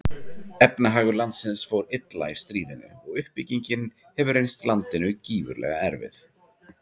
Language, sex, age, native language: Icelandic, male, 40-49, Icelandic